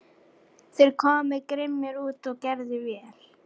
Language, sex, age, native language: Icelandic, female, 40-49, Icelandic